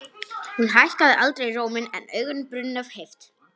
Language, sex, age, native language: Icelandic, male, 18-19, Polish